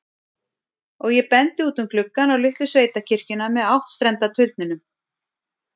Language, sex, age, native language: Icelandic, female, 40-49, Icelandic